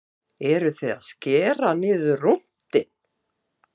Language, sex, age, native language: Icelandic, female, 50-59, Icelandic